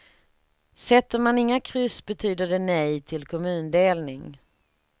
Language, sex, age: Swedish, female, 38